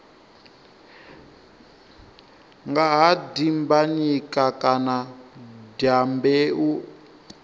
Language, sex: Venda, male